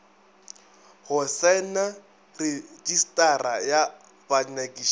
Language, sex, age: Northern Sotho, male, 22